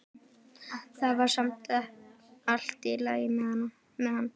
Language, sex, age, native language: Icelandic, female, 12, Icelandic